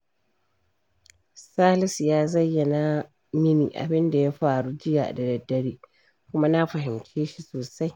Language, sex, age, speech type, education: Hausa, female, 46-60, read, primary